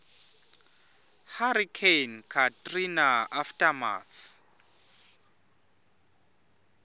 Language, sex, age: Swati, male, 25